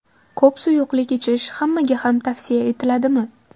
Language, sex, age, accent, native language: Uzbek, female, 18-24, Qashqadaryo, Uzbek